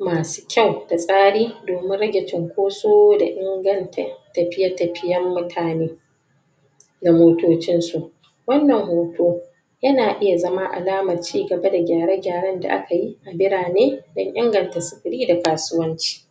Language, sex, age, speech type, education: Hausa, female, 30-45, spontaneous, tertiary